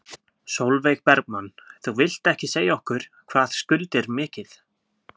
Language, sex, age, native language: Icelandic, male, 20-29, Icelandic